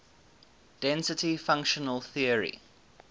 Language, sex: English, male